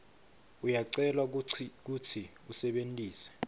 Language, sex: Swati, male